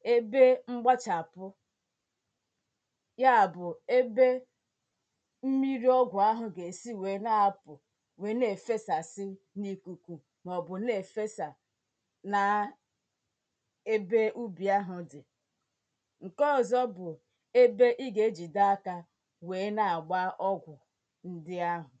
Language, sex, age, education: Igbo, female, 30-45, tertiary